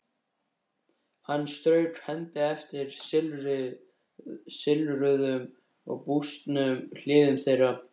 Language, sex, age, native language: Icelandic, male, 13, Icelandic